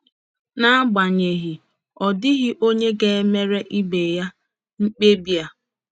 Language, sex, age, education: Igbo, female, 30-45, secondary